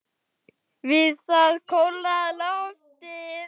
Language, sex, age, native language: Icelandic, male, 9, Icelandic